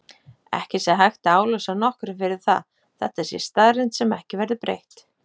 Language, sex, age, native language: Icelandic, female, 30-39, Icelandic